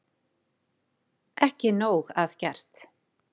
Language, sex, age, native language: Icelandic, female, 40-49, Icelandic